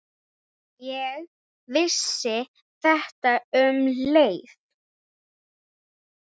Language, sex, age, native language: Icelandic, female, 8, Icelandic